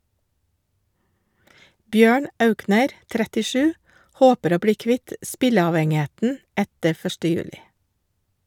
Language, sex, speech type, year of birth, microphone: Norwegian, female, read, 1956, Shure